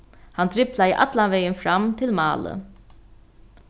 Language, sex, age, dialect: Faroese, female, 36-60, Norðuroyggjar